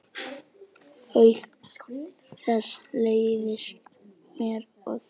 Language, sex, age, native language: Icelandic, male, 10, Icelandic